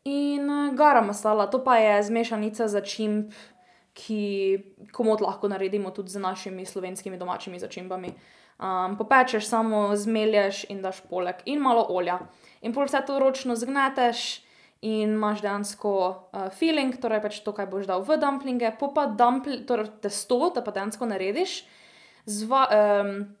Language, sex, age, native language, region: Slovenian, female, 18-29, Slovenian, Drava region